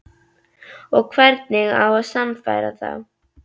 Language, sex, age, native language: Icelandic, female, 11, Icelandic